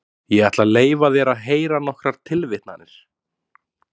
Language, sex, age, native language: Icelandic, male, 30-39, Icelandic